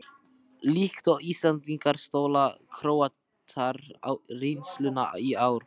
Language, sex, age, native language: Icelandic, male, 12, Icelandic